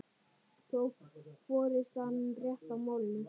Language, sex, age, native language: Icelandic, male, 9, Icelandic